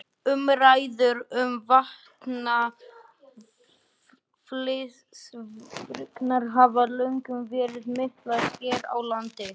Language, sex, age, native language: Icelandic, male, 20-29, Icelandic